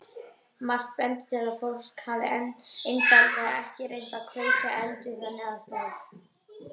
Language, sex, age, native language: Icelandic, female, 30-39, Icelandic